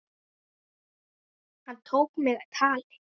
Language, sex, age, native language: Icelandic, male, 8, Icelandic